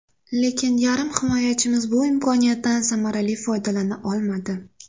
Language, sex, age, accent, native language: Uzbek, female, 18-24, Sirdaryo, Uzbek